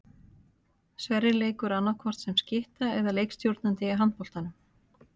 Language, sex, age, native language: Icelandic, female, 50-59, Icelandic